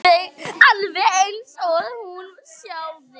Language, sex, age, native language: Icelandic, female, 8, Icelandic